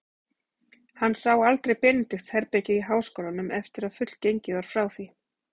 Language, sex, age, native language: Icelandic, female, 40-49, Icelandic